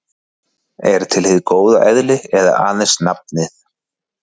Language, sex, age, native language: Icelandic, male, 40-49, Icelandic